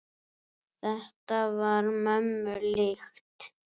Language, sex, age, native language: Icelandic, female, 7, Icelandic